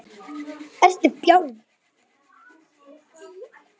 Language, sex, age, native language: Icelandic, male, 8, Icelandic